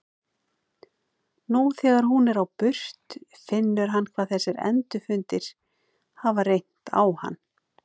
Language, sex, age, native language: Icelandic, female, 50-59, Icelandic